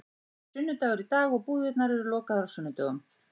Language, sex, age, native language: Icelandic, female, 40-49, Icelandic